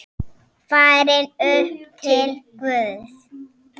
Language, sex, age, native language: Icelandic, female, 6, Icelandic